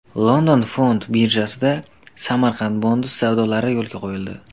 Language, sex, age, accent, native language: Uzbek, male, under 19, Xorazm, Uzbek